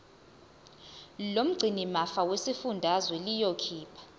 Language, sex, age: Zulu, female, 20